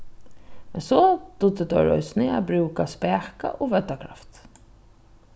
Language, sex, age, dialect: Faroese, female, 36-60, Norðuroyggjar